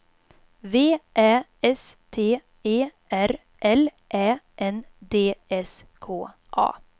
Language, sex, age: Swedish, female, 22